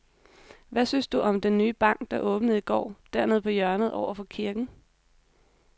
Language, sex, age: Danish, female, 26